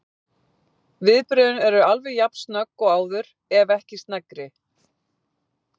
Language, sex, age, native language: Icelandic, female, 50-59, Icelandic